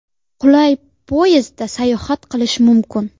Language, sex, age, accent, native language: Uzbek, female, 19-29, Sirdaryo, Uzbek